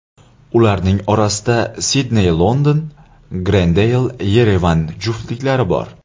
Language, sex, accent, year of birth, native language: Uzbek, male, Andijon, 1999, Uzbek